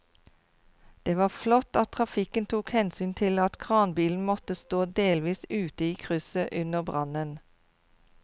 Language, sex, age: Norwegian, female, 52